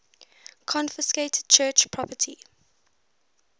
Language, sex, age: English, female, 19